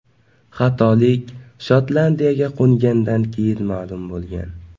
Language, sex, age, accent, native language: Uzbek, male, 18-24, Navoiy, Uzbek